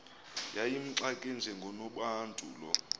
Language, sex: Xhosa, male